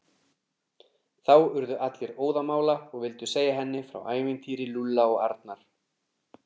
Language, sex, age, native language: Icelandic, male, 30-39, Icelandic